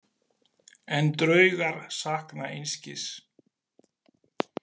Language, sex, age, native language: Icelandic, male, 40-49, Icelandic